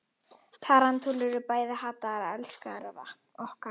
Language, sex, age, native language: Icelandic, female, 21, Icelandic